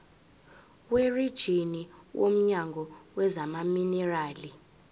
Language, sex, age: Zulu, female, 18